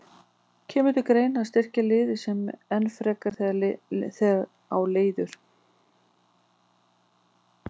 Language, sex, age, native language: Icelandic, female, 40-49, Icelandic